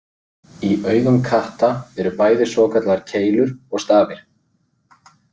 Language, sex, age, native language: Icelandic, male, 30-39, Icelandic